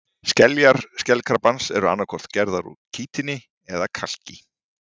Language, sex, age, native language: Icelandic, male, 40-49, Icelandic